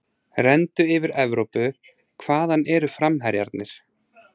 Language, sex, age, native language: Icelandic, male, 30-39, Icelandic